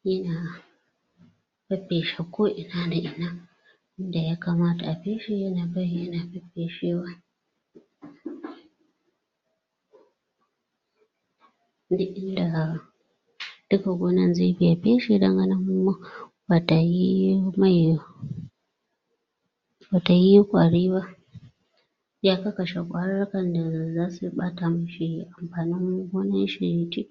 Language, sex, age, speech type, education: Hausa, female, 46-60, spontaneous, tertiary